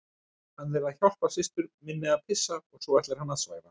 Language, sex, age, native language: Icelandic, male, 30-39, Icelandic